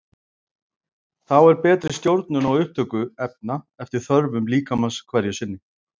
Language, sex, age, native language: Icelandic, male, 40-49, Icelandic